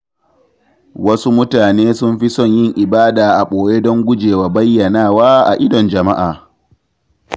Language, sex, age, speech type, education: Hausa, male, 15-29, read, tertiary